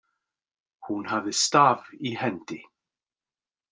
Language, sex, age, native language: Icelandic, male, 40-49, Icelandic